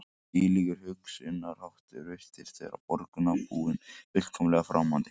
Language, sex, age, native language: Icelandic, male, 18-19, Icelandic